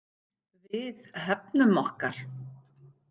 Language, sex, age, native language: Icelandic, female, 50-59, Icelandic